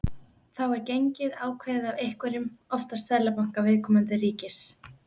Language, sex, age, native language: Icelandic, female, 20-29, Icelandic